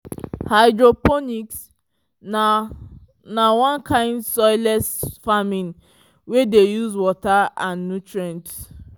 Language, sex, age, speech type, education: Nigerian Pidgin, female, 15-29, spontaneous, tertiary